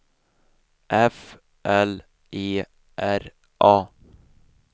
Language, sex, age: Swedish, male, 28